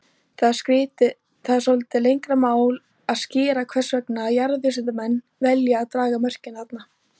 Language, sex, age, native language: Icelandic, female, 18-19, Icelandic